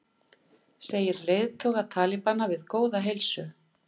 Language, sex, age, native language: Icelandic, female, 50-59, Icelandic